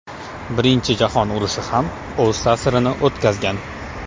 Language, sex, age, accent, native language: Uzbek, male, 25-34, Toshkent viloyati, Uzbek